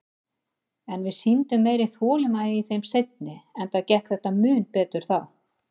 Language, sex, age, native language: Icelandic, female, 50-59, Icelandic